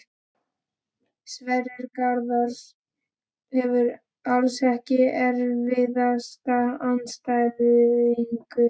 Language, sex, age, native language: Icelandic, male, 12, Icelandic